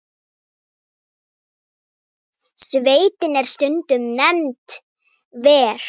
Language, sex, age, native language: Icelandic, female, 8, Icelandic